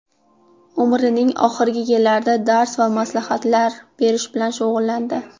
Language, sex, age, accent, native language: Uzbek, female, under 19, Toshkent shahri, Uzbek